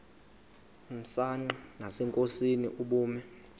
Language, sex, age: Xhosa, male, 22